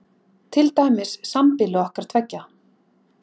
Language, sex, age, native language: Icelandic, female, 40-49, Icelandic